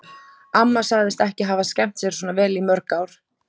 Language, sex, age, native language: Icelandic, female, 20-29, Icelandic